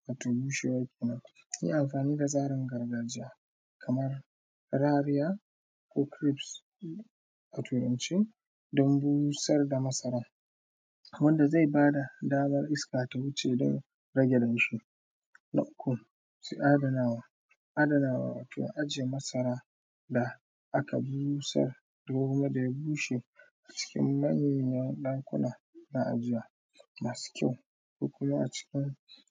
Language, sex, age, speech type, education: Hausa, male, 15-29, spontaneous, primary